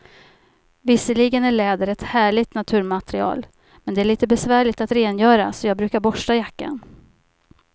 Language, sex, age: Swedish, female, 50